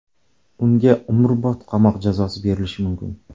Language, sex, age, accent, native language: Uzbek, male, 25-34, Samarqand, Uzbek